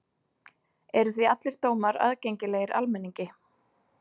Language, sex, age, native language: Icelandic, female, 30-39, Icelandic